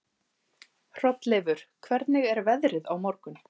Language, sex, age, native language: Icelandic, male, 30-39, Icelandic